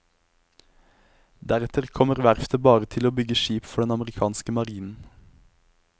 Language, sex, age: Norwegian, male, 23